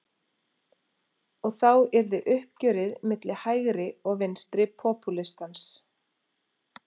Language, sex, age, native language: Icelandic, female, 40-49, Icelandic